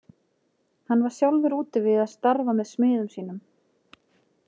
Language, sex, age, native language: Icelandic, female, 40-49, Icelandic